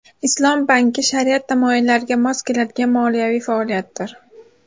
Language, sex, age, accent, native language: Uzbek, female, under 19, Farg'ona, Uzbek